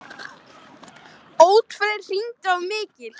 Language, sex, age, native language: Icelandic, male, 12, Icelandic